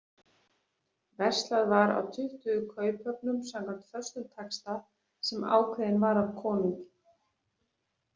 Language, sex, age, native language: Icelandic, female, 40-49, Icelandic